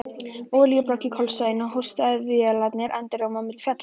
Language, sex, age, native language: Icelandic, female, 11, Icelandic